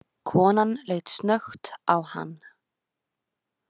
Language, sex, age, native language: Icelandic, female, 20-29, Icelandic